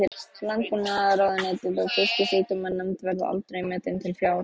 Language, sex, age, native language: Icelandic, female, 15, Icelandic